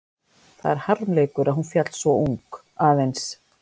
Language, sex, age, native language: Icelandic, female, 50-59, Icelandic